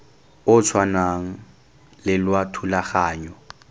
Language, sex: Tswana, male